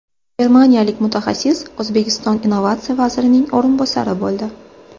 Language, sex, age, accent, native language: Uzbek, female, 25-34, Sirdaryo, Uzbek